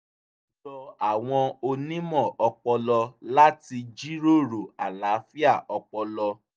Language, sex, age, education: Yoruba, male, 15-29, tertiary